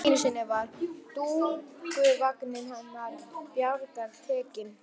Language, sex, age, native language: Icelandic, male, 11, Icelandic